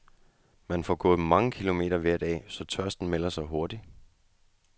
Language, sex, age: Danish, male, 35